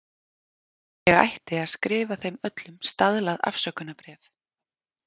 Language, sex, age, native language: Icelandic, female, 40-49, Icelandic